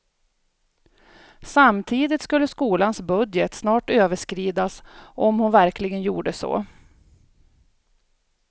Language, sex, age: Swedish, female, 42